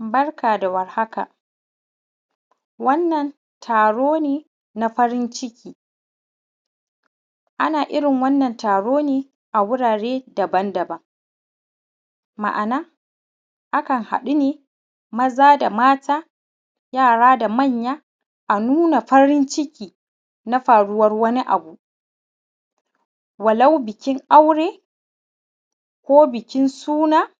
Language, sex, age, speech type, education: Hausa, female, 30-45, spontaneous, primary